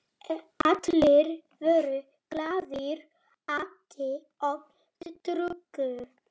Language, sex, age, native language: Icelandic, male, 30-39, Polish